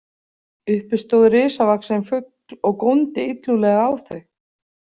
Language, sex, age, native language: Icelandic, female, 40-49, Icelandic